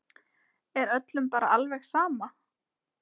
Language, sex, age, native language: Icelandic, female, 7, Icelandic